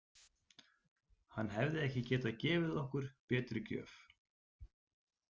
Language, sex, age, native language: Icelandic, male, 40-49, Icelandic